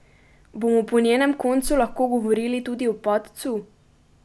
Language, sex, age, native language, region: Slovenian, female, 12-17, Slovenian, Pomurje region